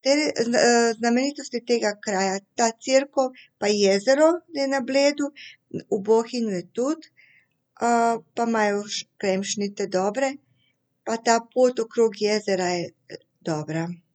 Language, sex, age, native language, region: Slovenian, female, 50-59, Serbian, Central Slovenia